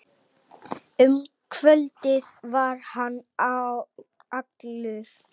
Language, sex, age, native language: Icelandic, male, 8, Icelandic